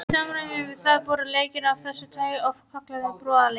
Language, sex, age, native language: Icelandic, female, 18-19, Icelandic